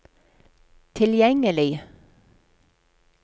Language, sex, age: Norwegian, female, 46